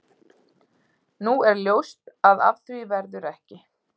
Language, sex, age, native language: Icelandic, female, 30-39, Icelandic